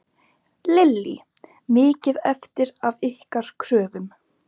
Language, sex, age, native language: Icelandic, female, 30-39, Icelandic